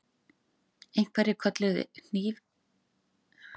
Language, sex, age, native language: Icelandic, female, 40-49, Icelandic